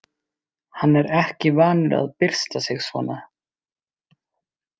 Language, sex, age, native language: Icelandic, male, 30-39, Icelandic